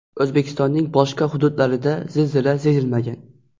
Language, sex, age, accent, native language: Uzbek, male, 12-17, Xorazm, Uzbek